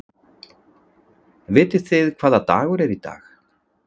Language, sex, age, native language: Icelandic, male, 40-49, Icelandic